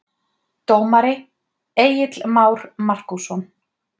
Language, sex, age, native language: Icelandic, female, 30-39, Icelandic